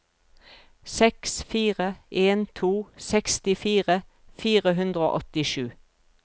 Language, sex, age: Norwegian, female, 42